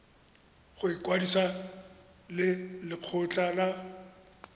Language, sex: Tswana, male